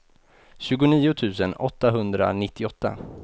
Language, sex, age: Swedish, male, 28